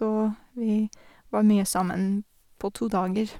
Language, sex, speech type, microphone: Norwegian, female, spontaneous, Sennheiser